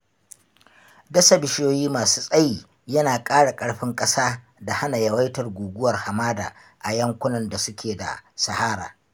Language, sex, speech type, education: Hausa, male, spontaneous, tertiary